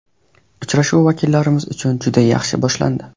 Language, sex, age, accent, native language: Uzbek, male, 18-24, Qashqadaryo, Uzbek